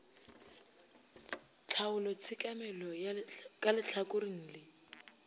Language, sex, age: Northern Sotho, female, 25